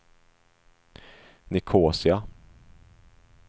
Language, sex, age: Swedish, male, 25